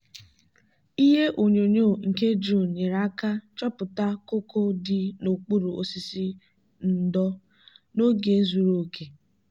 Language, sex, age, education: Igbo, female, 15-29, tertiary